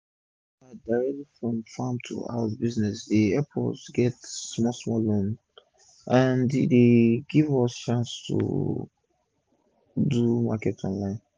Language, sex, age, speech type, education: Nigerian Pidgin, male, 15-29, spontaneous, tertiary